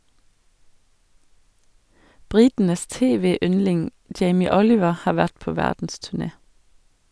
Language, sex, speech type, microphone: Norwegian, female, read, Sennheiser